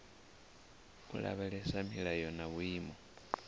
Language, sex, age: Venda, male, 34